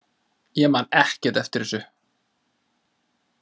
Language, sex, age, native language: Icelandic, male, 30-39, Icelandic